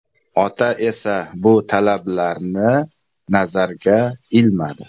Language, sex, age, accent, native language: Uzbek, male, 25-34, Samarqand, Uzbek